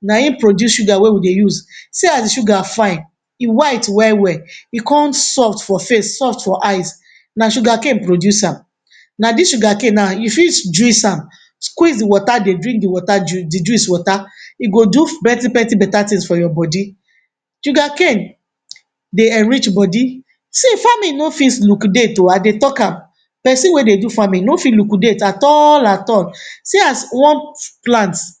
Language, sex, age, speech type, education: Nigerian Pidgin, female, 46-60, spontaneous, tertiary